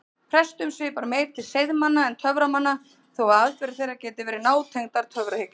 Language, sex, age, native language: Icelandic, female, 30-39, Icelandic